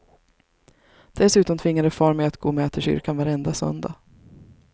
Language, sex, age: Swedish, female, 33